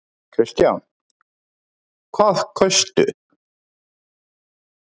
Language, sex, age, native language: Icelandic, male, 30-39, Icelandic